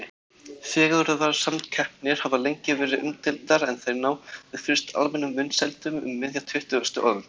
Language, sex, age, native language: Icelandic, other, 18-19, Icelandic